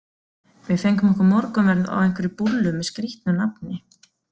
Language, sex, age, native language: Icelandic, female, 40-49, Icelandic